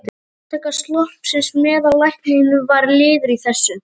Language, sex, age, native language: Icelandic, female, 30-39, Icelandic